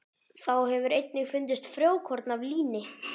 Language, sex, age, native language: Icelandic, male, 12, Icelandic